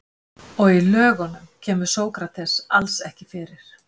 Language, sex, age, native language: Icelandic, female, 50-59, Icelandic